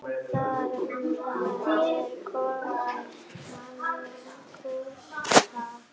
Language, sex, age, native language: Icelandic, female, 8, Icelandic